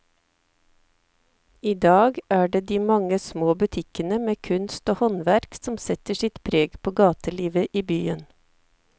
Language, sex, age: Norwegian, female, 54